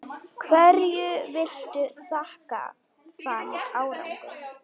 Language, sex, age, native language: Icelandic, female, 8, Icelandic